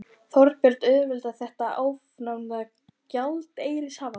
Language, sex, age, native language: Icelandic, female, 14, Icelandic